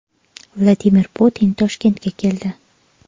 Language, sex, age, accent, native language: Uzbek, female, 25-34, Qashqadaryo, Uzbek